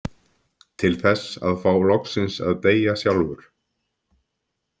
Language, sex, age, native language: Icelandic, male, 50-59, Icelandic